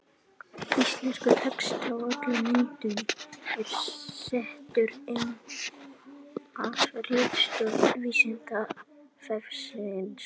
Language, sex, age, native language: Icelandic, male, 18-19, Icelandic